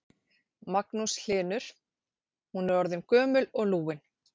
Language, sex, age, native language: Icelandic, female, 40-49, Icelandic